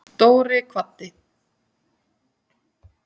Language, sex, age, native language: Icelandic, female, 10, Icelandic